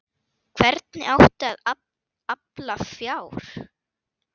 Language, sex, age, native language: Icelandic, female, 8, Icelandic